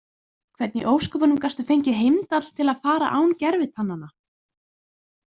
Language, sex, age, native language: Icelandic, female, 20-29, Icelandic